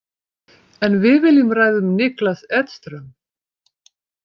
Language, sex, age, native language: Icelandic, female, 50-59, Icelandic